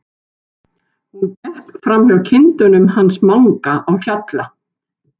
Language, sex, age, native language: Icelandic, male, 12, Icelandic